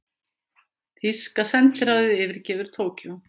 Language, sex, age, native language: Icelandic, female, 50-59, Icelandic